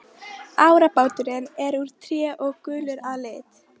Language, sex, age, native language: Icelandic, female, 13, Icelandic